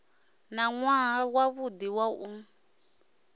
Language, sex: Venda, male